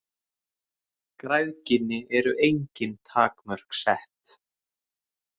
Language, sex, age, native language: Icelandic, male, 30-39, Icelandic